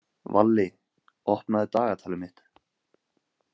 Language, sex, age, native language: Icelandic, male, 18-19, Icelandic